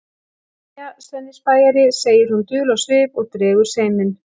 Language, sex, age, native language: Icelandic, female, 40-49, Icelandic